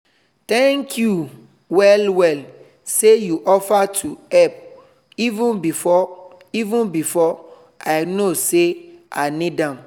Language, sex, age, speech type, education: Nigerian Pidgin, male, 30-45, spontaneous, tertiary